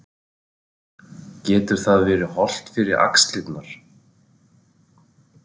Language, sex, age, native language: Icelandic, male, 40-49, Icelandic